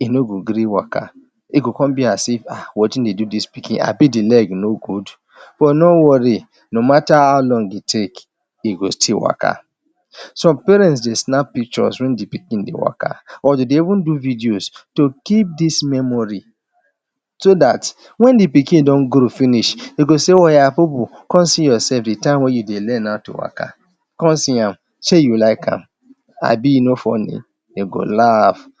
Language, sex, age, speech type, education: Nigerian Pidgin, male, 30-45, spontaneous, tertiary